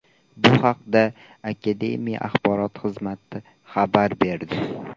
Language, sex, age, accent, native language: Uzbek, male, 18-24, Andijon, Uzbek